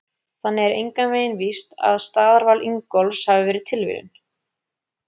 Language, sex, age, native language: Icelandic, female, 30-39, Icelandic